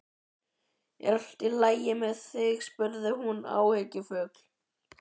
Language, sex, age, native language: Icelandic, male, 11, Icelandic